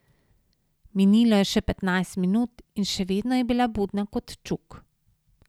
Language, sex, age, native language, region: Slovenian, female, 50-59, Slovenian, Savinja region